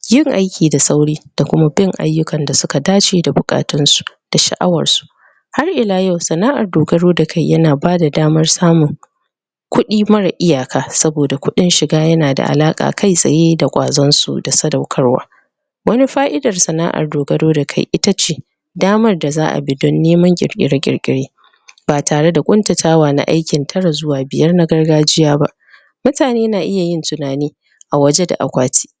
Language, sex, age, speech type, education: Hausa, female, 30-45, spontaneous, tertiary